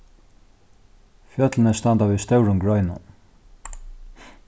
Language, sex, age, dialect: Faroese, male, 36-60, Norðurstreymoy/Eysturoy